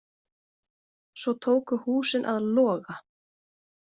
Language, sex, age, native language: Icelandic, female, 20-29, Icelandic